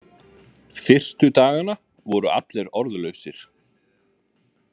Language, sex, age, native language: Icelandic, male, 20-29, Icelandic